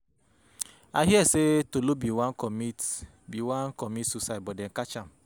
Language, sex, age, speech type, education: Nigerian Pidgin, male, 30-45, spontaneous, tertiary